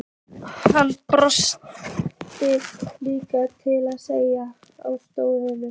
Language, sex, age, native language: Icelandic, female, 15, Icelandic